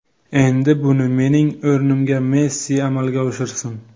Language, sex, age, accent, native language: Uzbek, male, 18-24, Buxoro, Uzbek